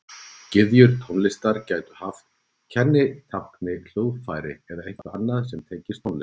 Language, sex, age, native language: Icelandic, male, 40-49, Icelandic